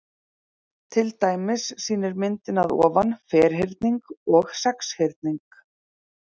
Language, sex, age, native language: Icelandic, female, 30-39, Icelandic